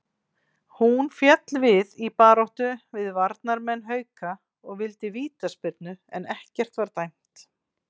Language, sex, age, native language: Icelandic, female, 40-49, Icelandic